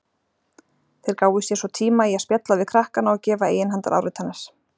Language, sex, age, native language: Icelandic, female, 40-49, Icelandic